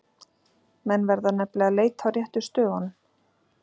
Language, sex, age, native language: Icelandic, female, 40-49, Icelandic